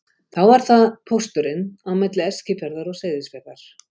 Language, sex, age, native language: Icelandic, female, 50-59, Icelandic